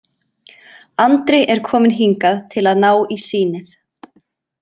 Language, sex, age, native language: Icelandic, female, 20-29, Icelandic